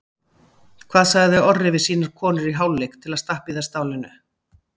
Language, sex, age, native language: Icelandic, female, 50-59, Icelandic